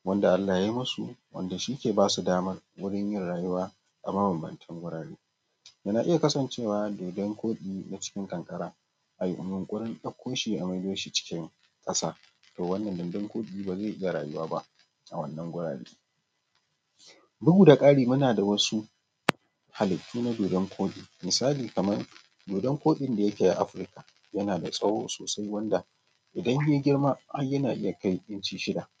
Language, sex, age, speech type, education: Hausa, male, 15-29, spontaneous, tertiary